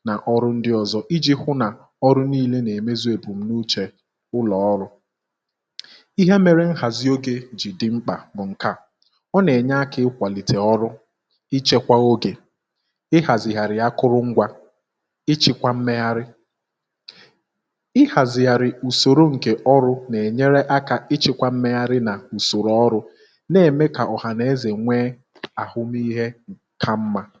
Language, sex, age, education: Igbo, male, 15-29, tertiary